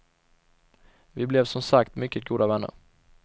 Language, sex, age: Swedish, male, 21